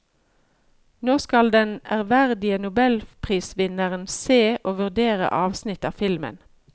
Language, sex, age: Norwegian, female, 53